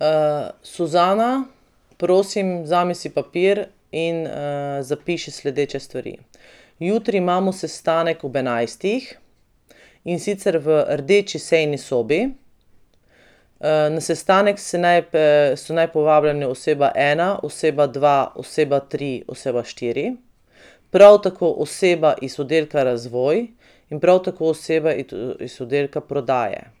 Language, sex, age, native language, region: Slovenian, female, 30-49, Slovenian, Pomurje region